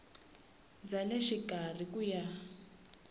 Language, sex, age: Tsonga, female, 18